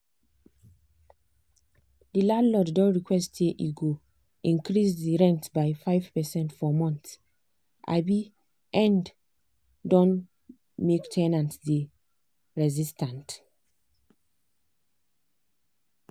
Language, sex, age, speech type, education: Nigerian Pidgin, female, 15-29, spontaneous, tertiary